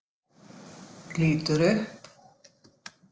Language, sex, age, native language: Icelandic, female, 50-59, Icelandic